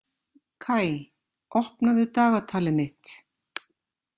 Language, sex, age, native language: Icelandic, female, 50-59, Icelandic